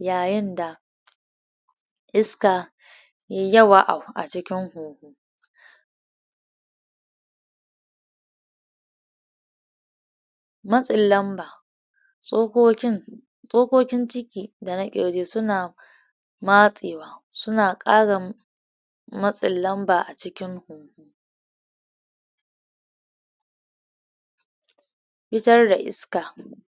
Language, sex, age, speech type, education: Hausa, female, 30-45, spontaneous, tertiary